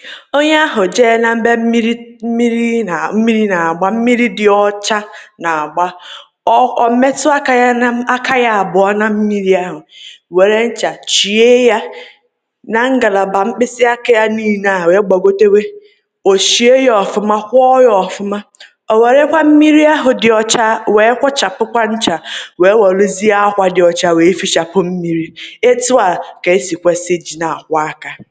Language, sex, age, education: Igbo, female, 30-45, tertiary